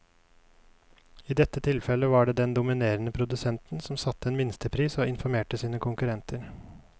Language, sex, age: Norwegian, male, 29